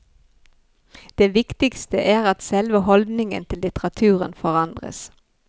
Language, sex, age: Norwegian, female, 51